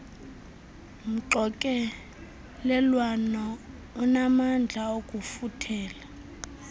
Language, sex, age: Xhosa, female, 20